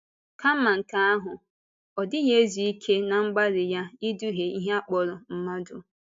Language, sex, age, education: Igbo, female, 15-29, tertiary